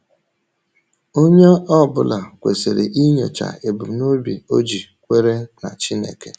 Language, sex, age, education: Igbo, male, 30-45, tertiary